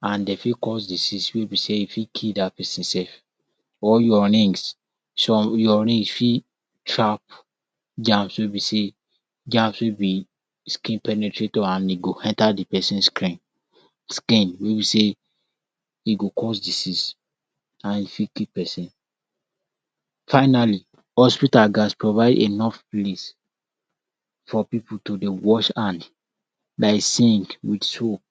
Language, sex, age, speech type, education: Nigerian Pidgin, male, 46-60, spontaneous, tertiary